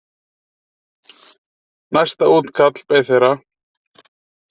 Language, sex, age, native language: Icelandic, male, 30-39, Icelandic